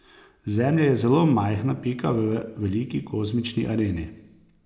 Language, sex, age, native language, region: Slovenian, male, 30-49, Slovenian, Posavska region